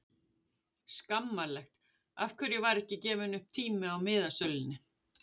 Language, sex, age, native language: Icelandic, female, 50-59, Icelandic